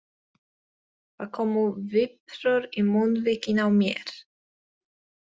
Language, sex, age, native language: Icelandic, female, 20-29, Polish